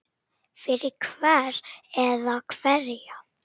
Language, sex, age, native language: Icelandic, male, 8, Icelandic